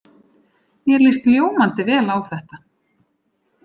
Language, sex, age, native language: Icelandic, female, 40-49, Icelandic